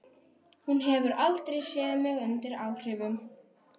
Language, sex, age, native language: Icelandic, female, 12, Icelandic